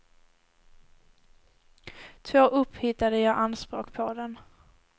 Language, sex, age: Swedish, female, 18